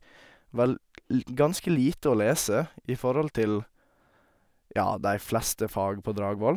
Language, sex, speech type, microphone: Norwegian, male, spontaneous, Sennheiser